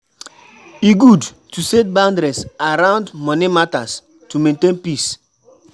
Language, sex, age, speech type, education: Nigerian Pidgin, male, 15-29, spontaneous, tertiary